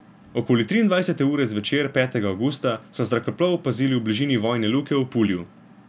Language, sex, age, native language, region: Slovenian, male, 18-29, Slovenian, Gorenjska region